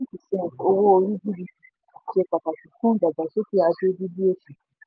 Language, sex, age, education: Yoruba, female, 15-29, tertiary